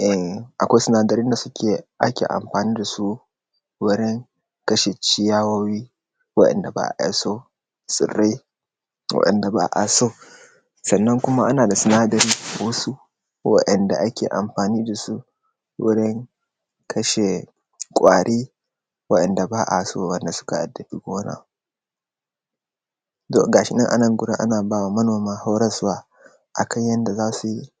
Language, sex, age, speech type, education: Hausa, male, 15-29, spontaneous, secondary